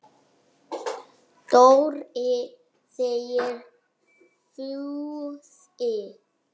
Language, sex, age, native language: Icelandic, male, 6, Icelandic